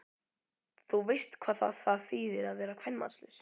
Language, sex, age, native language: Icelandic, male, 12, Icelandic